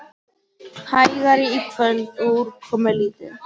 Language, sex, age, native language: Icelandic, female, 18-19, Icelandic